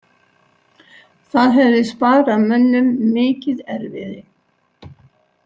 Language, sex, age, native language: Icelandic, female, 60-69, Icelandic